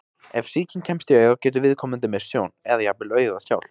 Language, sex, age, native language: Icelandic, male, 18-19, Icelandic